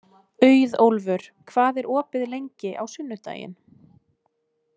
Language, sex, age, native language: Icelandic, female, 20-29, Icelandic